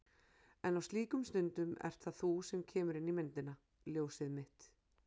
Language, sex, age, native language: Icelandic, female, 40-49, Icelandic